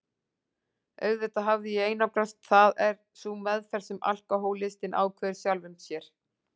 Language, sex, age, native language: Icelandic, female, 40-49, Icelandic